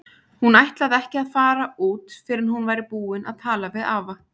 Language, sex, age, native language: Icelandic, female, 20-29, Icelandic